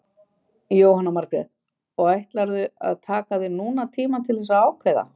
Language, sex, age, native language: Icelandic, female, 50-59, Icelandic